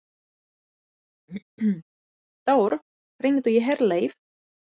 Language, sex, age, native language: Icelandic, female, 30-39, Polish